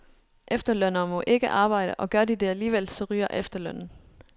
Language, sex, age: Danish, female, 29